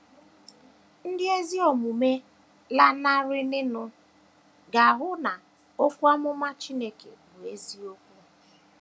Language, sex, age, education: Igbo, female, 15-29, tertiary